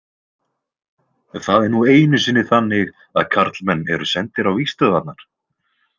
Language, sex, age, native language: Icelandic, male, 20-29, Icelandic